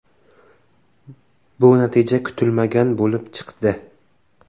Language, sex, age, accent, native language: Uzbek, male, 18-24, Samarqand, Uzbek